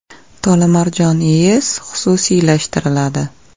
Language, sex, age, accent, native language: Uzbek, female, 35+, Toshkent viloyati, Uzbek